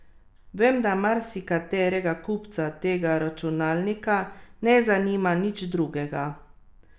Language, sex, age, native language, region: Slovenian, female, 30-49, Slovenian, Carinthia region